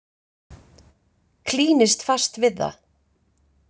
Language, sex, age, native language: Icelandic, female, 50-59, Icelandic